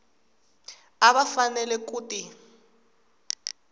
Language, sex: Tsonga, female